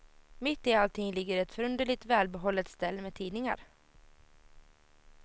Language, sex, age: Swedish, female, 17